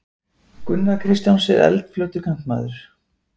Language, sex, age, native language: Icelandic, male, 40-49, Icelandic